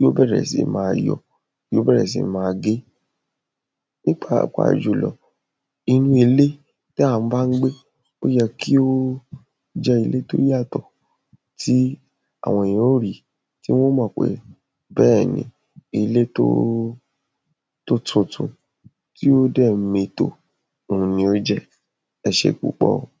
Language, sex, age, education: Yoruba, female, 30-45, secondary